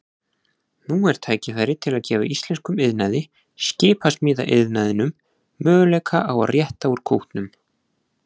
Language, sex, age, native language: Icelandic, male, 20-29, Icelandic